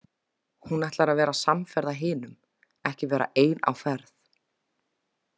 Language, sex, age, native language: Icelandic, female, 20-29, Icelandic